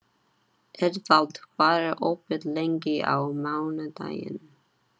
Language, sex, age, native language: Icelandic, female, 30-39, Chinese